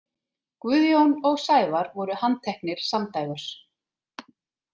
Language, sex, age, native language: Icelandic, female, 30-39, Icelandic